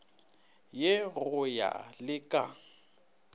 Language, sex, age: Northern Sotho, male, 19